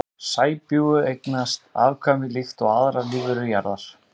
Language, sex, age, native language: Icelandic, male, 30-39, Icelandic